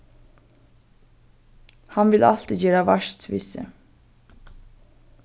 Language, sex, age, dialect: Faroese, female, 15-35, Norðurstreymoy/Eysturoy